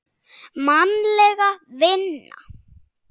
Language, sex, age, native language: Icelandic, male, 7, Icelandic